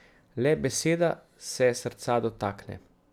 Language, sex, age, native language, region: Slovenian, male, 30-49, Slovenian, Central Slovenia